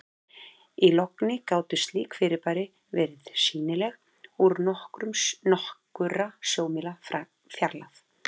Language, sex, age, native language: Icelandic, female, 40-49, Icelandic